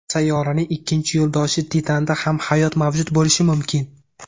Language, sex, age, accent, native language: Uzbek, male, 18-24, Farg'ona, Uzbek